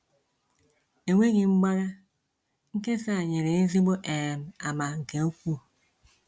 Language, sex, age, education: Igbo, male, 15-29, tertiary